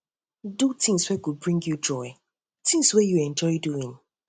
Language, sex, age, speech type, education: Nigerian Pidgin, female, 15-29, spontaneous, tertiary